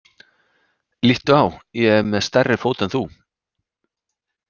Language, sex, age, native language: Icelandic, male, 30-39, Icelandic